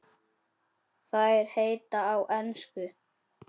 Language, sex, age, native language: Icelandic, male, 9, Icelandic